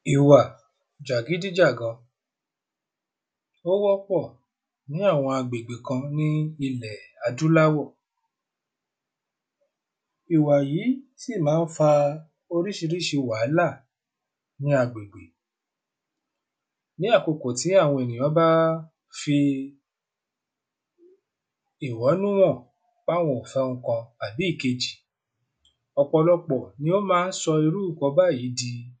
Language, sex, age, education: Yoruba, male, 15-29, tertiary